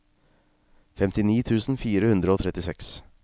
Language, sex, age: Norwegian, male, 36